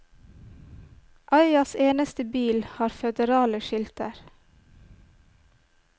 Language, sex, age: Norwegian, female, 25